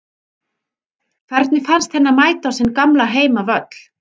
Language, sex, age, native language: Icelandic, female, 40-49, Icelandic